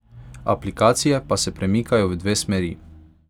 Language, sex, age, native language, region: Slovenian, male, 18-29, Hungarian, Pomurje region